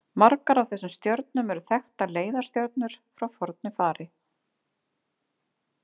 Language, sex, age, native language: Icelandic, female, 50-59, Icelandic